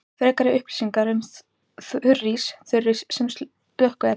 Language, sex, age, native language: Icelandic, female, 18-19, Icelandic